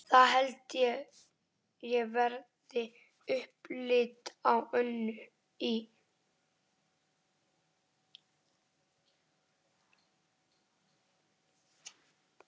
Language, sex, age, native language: Icelandic, male, 11, Icelandic